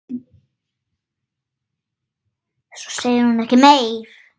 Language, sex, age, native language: Icelandic, female, 9, Icelandic